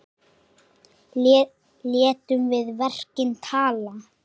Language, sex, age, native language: Icelandic, male, 8, Icelandic